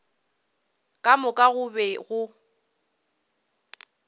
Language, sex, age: Northern Sotho, female, 26